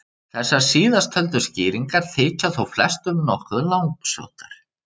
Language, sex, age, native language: Icelandic, male, 30-39, Icelandic